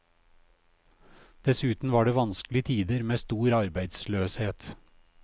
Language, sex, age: Norwegian, male, 56